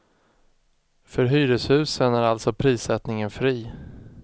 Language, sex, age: Swedish, male, 36